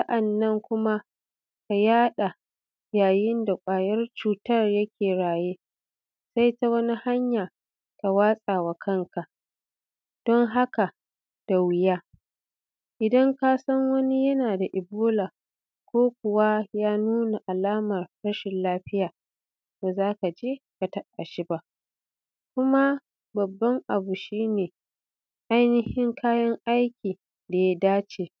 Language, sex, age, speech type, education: Hausa, female, 30-45, spontaneous, tertiary